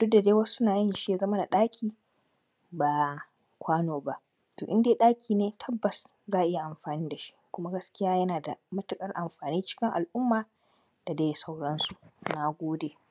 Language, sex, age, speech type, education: Hausa, female, 15-29, spontaneous, tertiary